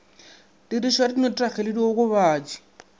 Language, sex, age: Northern Sotho, male, 22